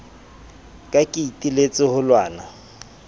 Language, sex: Southern Sotho, male